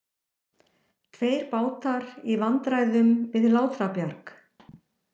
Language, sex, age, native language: Icelandic, female, 60-69, Icelandic